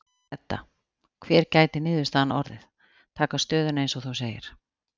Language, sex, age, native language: Icelandic, female, 40-49, Icelandic